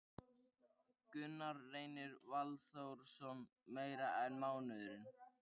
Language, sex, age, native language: Icelandic, male, 13, Icelandic